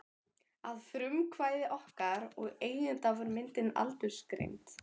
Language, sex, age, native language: Icelandic, female, 12, Icelandic